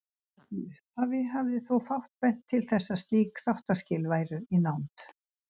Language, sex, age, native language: Icelandic, female, 60-69, Icelandic